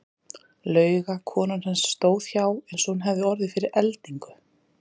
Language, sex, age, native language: Icelandic, female, 30-39, Icelandic